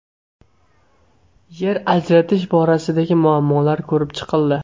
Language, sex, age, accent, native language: Uzbek, male, 18-24, Namangan, Uzbek